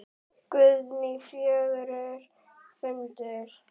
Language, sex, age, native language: Icelandic, female, 9, Icelandic